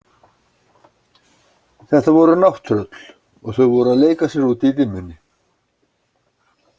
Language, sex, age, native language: Icelandic, male, 60-69, Icelandic